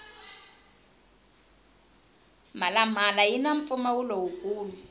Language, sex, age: Tsonga, female, 20